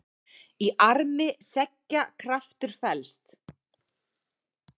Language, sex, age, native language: Icelandic, male, 9, Icelandic